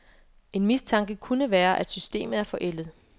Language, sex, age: Danish, female, 24